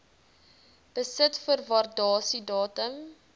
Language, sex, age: Afrikaans, female, 20